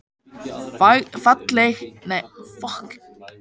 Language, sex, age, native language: Icelandic, male, 18-19, Icelandic